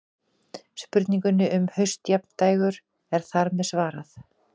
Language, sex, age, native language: Icelandic, female, 40-49, Icelandic